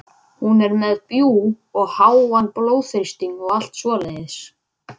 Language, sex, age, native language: Icelandic, male, 11, Icelandic